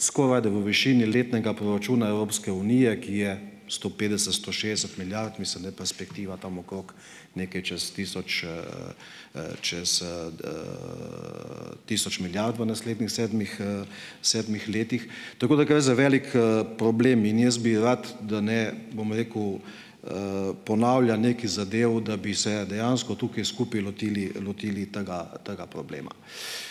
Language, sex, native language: Slovenian, male, Slovenian